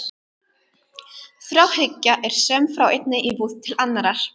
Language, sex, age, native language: Icelandic, female, 12, Icelandic